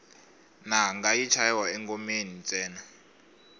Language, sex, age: Tsonga, male, 21